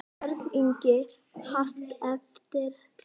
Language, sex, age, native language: Icelandic, female, 10, Icelandic